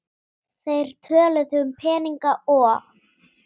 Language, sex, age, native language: Icelandic, female, 8, Icelandic